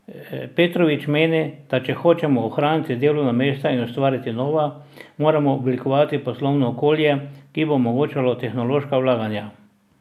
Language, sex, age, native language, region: Slovenian, male, 60+, Slovenian, Drava region